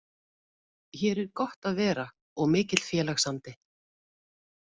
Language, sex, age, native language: Icelandic, female, 50-59, Icelandic